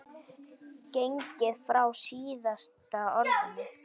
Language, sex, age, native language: Icelandic, female, 9, Icelandic